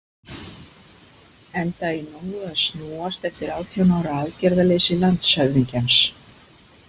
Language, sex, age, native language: Icelandic, female, 50-59, Icelandic